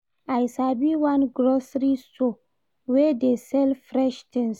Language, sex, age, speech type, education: Nigerian Pidgin, female, 46-60, read, primary